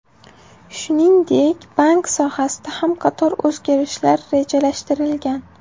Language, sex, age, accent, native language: Uzbek, female, 18-24, Farg'ona, Uzbek